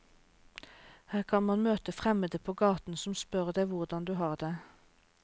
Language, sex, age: Norwegian, female, 36